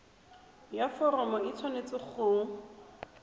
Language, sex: Tswana, female